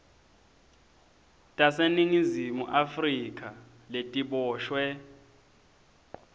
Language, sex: Swati, male